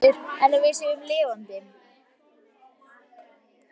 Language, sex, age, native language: Icelandic, female, 11, Icelandic